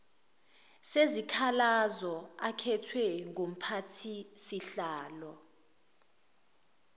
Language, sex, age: Zulu, female, 19